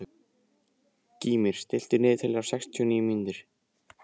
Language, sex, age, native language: Icelandic, male, 18-19, Icelandic